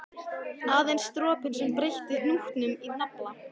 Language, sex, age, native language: Icelandic, female, 14, Icelandic